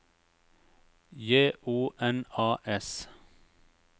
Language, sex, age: Norwegian, male, 36